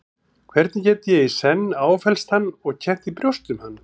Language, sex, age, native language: Icelandic, male, 40-49, Icelandic